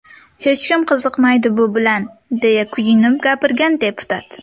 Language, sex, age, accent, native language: Uzbek, female, under 19, Sirdaryo, Uzbek